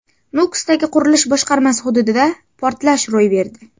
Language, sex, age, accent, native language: Uzbek, female, under 19, Jizzax, Uzbek